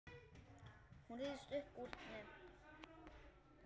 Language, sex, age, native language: Icelandic, male, 9, Icelandic